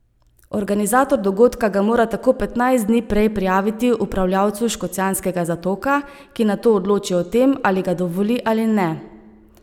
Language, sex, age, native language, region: Slovenian, female, 30-49, Slovenian, Savinja region